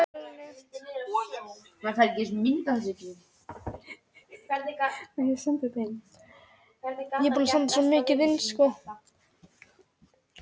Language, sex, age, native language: Icelandic, female, 18-19, Icelandic